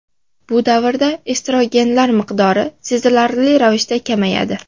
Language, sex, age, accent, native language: Uzbek, female, 12-17, Farg'ona, Uzbek